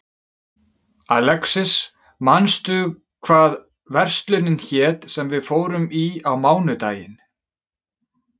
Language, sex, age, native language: Icelandic, male, 30-39, Icelandic